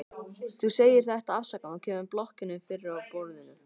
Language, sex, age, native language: Icelandic, male, 12, Icelandic